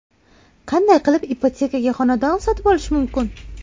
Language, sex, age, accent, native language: Uzbek, female, 18-24, Toshkent viloyati, Uzbek